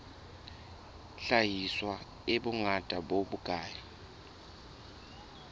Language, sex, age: Southern Sotho, male, 21